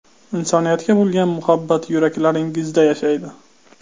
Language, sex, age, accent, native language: Uzbek, male, 18-24, Qashqadaryo, Uzbek